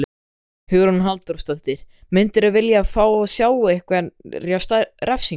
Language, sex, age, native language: Icelandic, male, 13, Icelandic